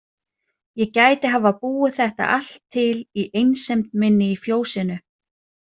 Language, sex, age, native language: Icelandic, female, 30-39, Icelandic